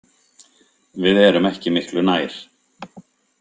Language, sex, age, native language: Icelandic, male, 50-59, Icelandic